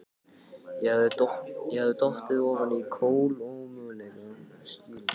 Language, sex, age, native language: Icelandic, male, 14, Icelandic